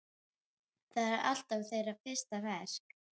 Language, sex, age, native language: Icelandic, female, 12, Icelandic